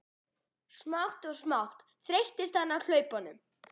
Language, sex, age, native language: Icelandic, female, 11, Icelandic